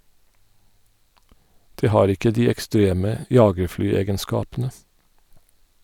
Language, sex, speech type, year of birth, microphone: Norwegian, male, read, 1972, Sennheiser